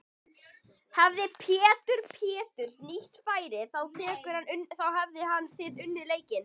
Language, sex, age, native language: Icelandic, female, 12, Icelandic